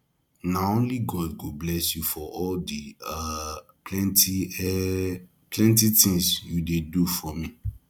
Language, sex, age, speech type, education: Nigerian Pidgin, male, 15-29, spontaneous, tertiary